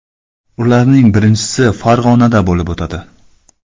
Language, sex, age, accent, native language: Uzbek, male, 25-34, Qoraqalpog'iston, Karakalpak